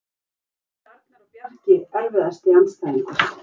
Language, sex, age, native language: Icelandic, female, 50-59, Icelandic